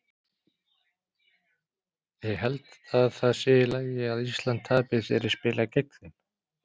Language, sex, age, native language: Icelandic, male, 40-49, Icelandic